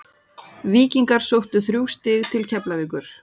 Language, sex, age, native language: Icelandic, female, 40-49, Icelandic